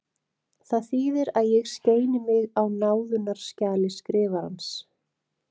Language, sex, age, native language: Icelandic, female, 30-39, Icelandic